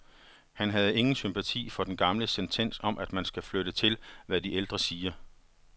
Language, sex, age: Danish, male, 51